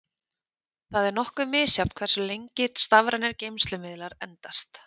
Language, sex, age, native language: Icelandic, female, 30-39, Icelandic